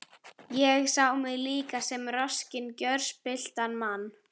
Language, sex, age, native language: Icelandic, female, 11, Icelandic